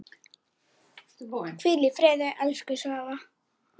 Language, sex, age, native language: Icelandic, female, 9, Icelandic